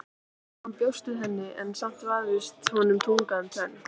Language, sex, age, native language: Icelandic, female, 18-19, Icelandic